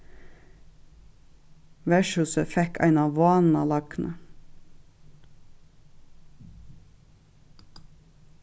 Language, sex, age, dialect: Faroese, female, 36-60, Suðurstreymoy